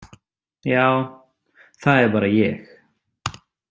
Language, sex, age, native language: Icelandic, male, 30-39, Icelandic